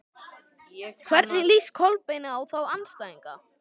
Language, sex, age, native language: Icelandic, male, 12, Icelandic